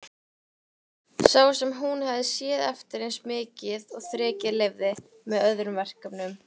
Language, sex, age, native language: Icelandic, female, 18-19, Icelandic